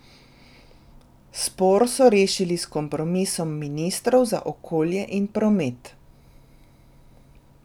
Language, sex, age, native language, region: Slovenian, female, 30-49, Slovenian, Drava region